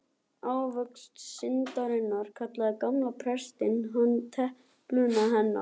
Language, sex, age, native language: Icelandic, other, 11, Icelandic